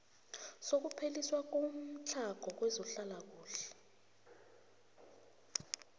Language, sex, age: South Ndebele, female, 24